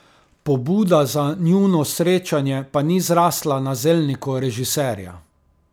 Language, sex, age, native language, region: Slovenian, male, 30-49, Slovenian, Carinthia region